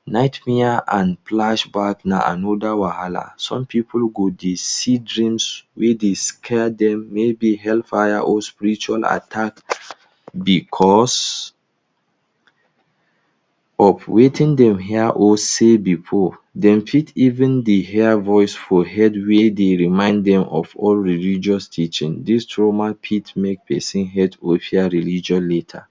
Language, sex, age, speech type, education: Nigerian Pidgin, male, 30-45, spontaneous, tertiary